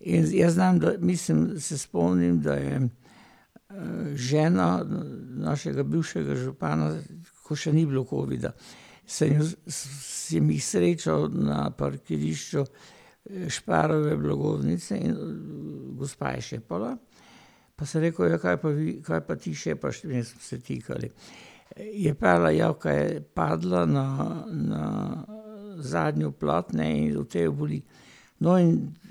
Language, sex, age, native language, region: Slovenian, male, 60+, Slovenian, Pomurje region